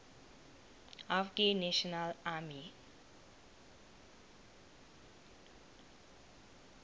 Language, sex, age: South Ndebele, female, 18